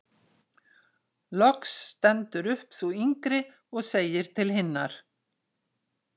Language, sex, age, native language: Icelandic, female, 60-69, Icelandic